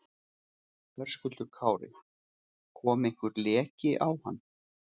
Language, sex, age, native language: Icelandic, male, 40-49, Icelandic